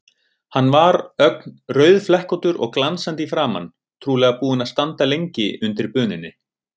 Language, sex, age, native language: Icelandic, male, 30-39, Icelandic